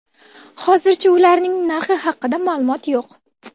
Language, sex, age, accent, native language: Uzbek, female, 18-24, Andijon, Uzbek